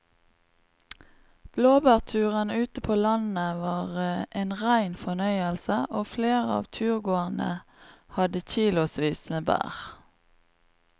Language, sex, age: Norwegian, female, 36